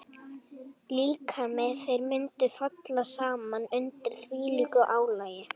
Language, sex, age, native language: Icelandic, female, 18-19, Icelandic